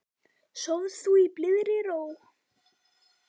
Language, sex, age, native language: Icelandic, male, 9, Icelandic